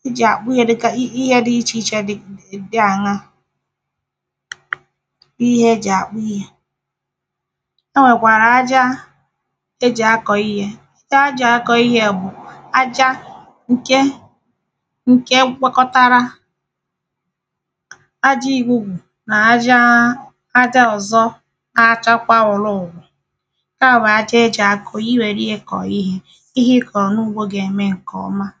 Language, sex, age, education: Igbo, female, 30-45, secondary